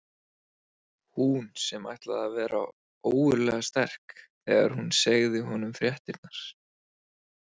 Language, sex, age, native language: Icelandic, male, 20-29, Icelandic